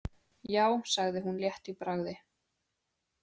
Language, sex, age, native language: Icelandic, female, 20-29, Icelandic